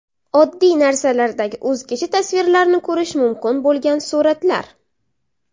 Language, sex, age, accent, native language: Uzbek, female, 18-24, Samarqand, Uzbek